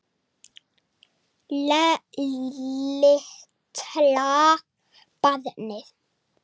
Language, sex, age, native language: Icelandic, female, 8, Icelandic